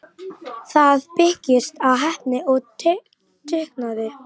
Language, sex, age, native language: Icelandic, male, 11, Icelandic